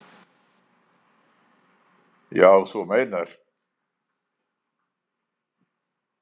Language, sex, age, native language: Icelandic, male, 70-79, Icelandic